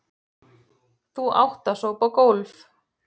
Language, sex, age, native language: Icelandic, female, 40-49, Icelandic